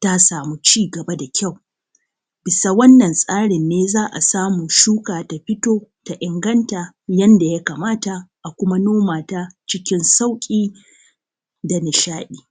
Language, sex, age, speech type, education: Hausa, female, 30-45, spontaneous, tertiary